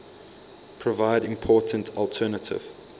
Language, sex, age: English, male, 22